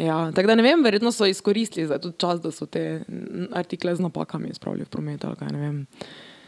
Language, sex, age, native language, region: Slovenian, female, 18-29, Slovenian, Drava region